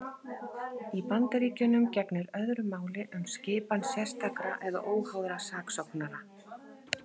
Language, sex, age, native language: Icelandic, female, 50-59, Icelandic